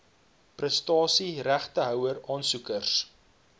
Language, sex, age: Afrikaans, male, 22